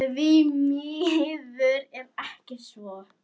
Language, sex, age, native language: Icelandic, female, 9, Icelandic